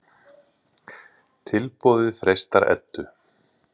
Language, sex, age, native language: Icelandic, male, 30-39, Icelandic